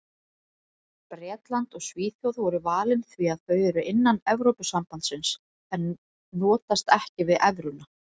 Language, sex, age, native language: Icelandic, female, 40-49, Icelandic